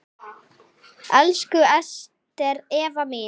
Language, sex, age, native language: Icelandic, female, 8, Icelandic